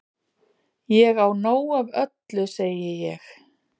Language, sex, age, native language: Icelandic, female, 40-49, Icelandic